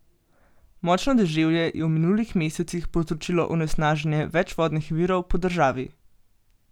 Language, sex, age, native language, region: Slovenian, female, 18-29, Slovenian, Gorenjska region